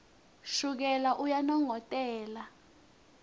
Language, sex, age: Swati, female, 19